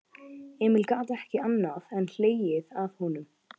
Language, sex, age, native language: Icelandic, male, 12, Icelandic